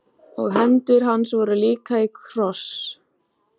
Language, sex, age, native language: Icelandic, female, 14, Icelandic